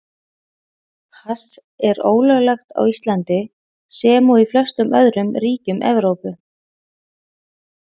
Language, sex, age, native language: Icelandic, female, 40-49, Icelandic